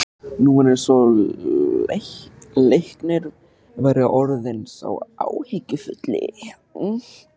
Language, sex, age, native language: Icelandic, male, 13, Icelandic